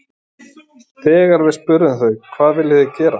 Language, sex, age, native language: Icelandic, male, 30-39, Icelandic